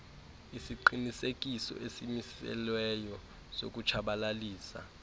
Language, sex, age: Xhosa, male, 18